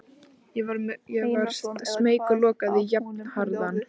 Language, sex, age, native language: Icelandic, female, 13, Icelandic